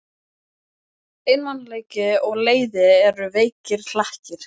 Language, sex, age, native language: Icelandic, male, 12, Icelandic